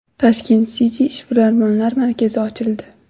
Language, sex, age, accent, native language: Uzbek, female, under 19, Toshkent shahri, Uzbek